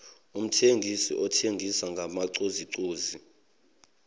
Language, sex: Zulu, male